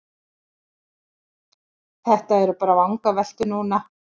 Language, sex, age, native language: Icelandic, female, 40-49, Icelandic